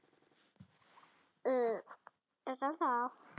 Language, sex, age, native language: Icelandic, female, 40-49, Icelandic